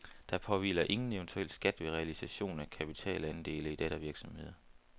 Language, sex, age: Danish, male, 29